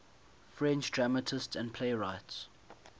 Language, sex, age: English, male, 22